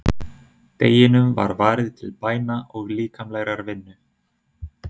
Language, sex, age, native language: Icelandic, male, 20-29, Icelandic